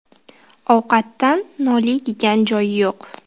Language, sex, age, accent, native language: Uzbek, female, 19-29, Qashqadaryo, Uzbek